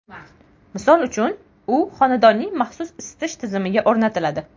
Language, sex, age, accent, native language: Uzbek, female, 18-24, Toshkent viloyati, Uzbek